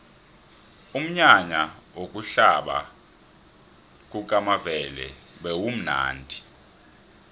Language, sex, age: South Ndebele, male, 26